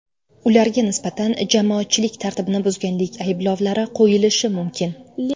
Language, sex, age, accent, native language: Uzbek, female, 19-29, Navoiy, Uzbek